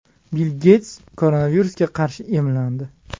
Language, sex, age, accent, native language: Uzbek, male, 25-34, Farg'ona, Uzbek